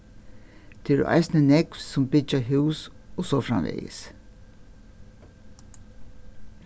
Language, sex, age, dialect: Faroese, female, 61+, Suðurstreymoy